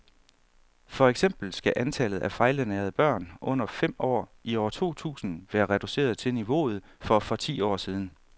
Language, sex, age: Danish, male, 31